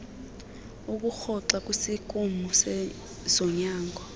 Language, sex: Xhosa, female